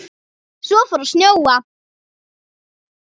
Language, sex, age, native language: Icelandic, female, 7, Icelandic